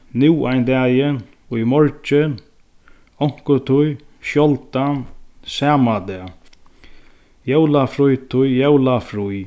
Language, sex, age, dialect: Faroese, male, 36-60, Sandoy